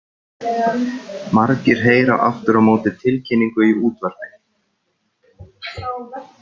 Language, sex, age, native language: Icelandic, male, 30-39, Icelandic